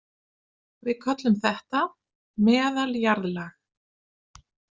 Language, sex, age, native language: Icelandic, female, 50-59, Icelandic